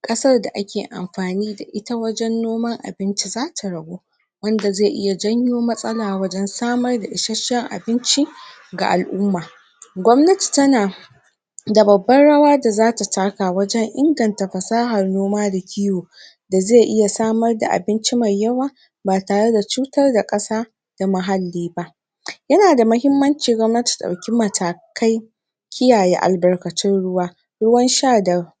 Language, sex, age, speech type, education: Hausa, female, 46-60, spontaneous, primary